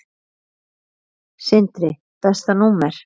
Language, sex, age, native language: Icelandic, female, 9, Icelandic